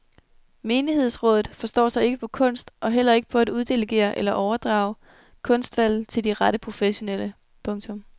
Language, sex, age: Danish, female, 21